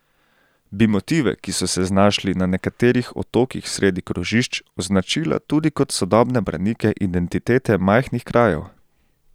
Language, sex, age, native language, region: Slovenian, male, 18-29, Slovenian, Central Slovenia